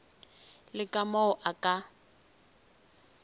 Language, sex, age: Southern Sotho, female, 20